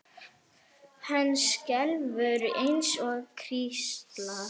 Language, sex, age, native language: Icelandic, female, 10, Arabic